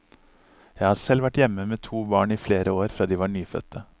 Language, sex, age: Norwegian, male, 39